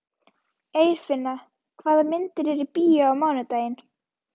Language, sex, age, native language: Icelandic, female, 11, Icelandic